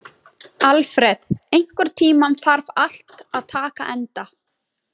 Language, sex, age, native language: Icelandic, female, 20-29, Icelandic